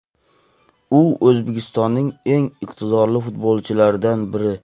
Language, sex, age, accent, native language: Uzbek, male, 25-34, Xorazm, Uzbek